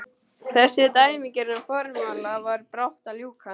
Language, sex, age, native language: Icelandic, male, 12, Icelandic